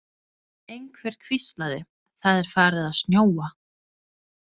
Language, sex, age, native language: Icelandic, female, 30-39, Danish